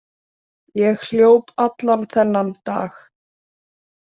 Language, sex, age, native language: Icelandic, female, 30-39, Icelandic